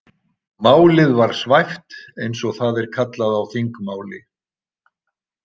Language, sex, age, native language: Icelandic, male, 60-69, Icelandic